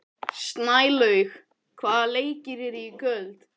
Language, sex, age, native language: Icelandic, male, 14, Icelandic